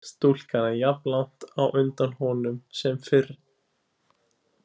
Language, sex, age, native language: Icelandic, male, 20-29, Icelandic